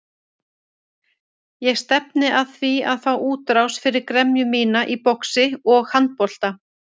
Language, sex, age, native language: Icelandic, female, 30-39, Icelandic